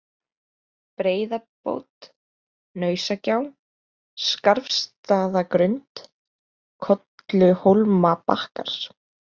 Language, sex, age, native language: Icelandic, female, 20-29, Icelandic